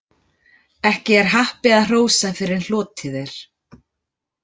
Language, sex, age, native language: Icelandic, female, 40-49, Icelandic